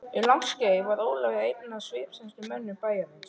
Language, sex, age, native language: Icelandic, male, 12, Icelandic